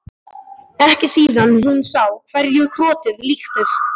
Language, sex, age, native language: Icelandic, male, 12, Icelandic